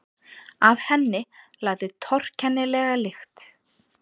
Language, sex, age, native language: Icelandic, female, 30-39, Icelandic